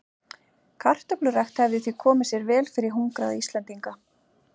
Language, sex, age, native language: Icelandic, female, 40-49, Icelandic